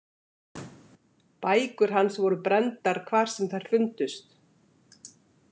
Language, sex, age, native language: Icelandic, female, 50-59, Icelandic